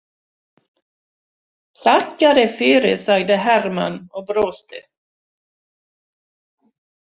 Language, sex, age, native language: Icelandic, female, 60-69, Swedish